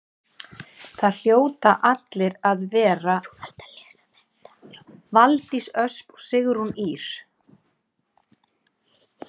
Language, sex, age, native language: Icelandic, female, 8, Icelandic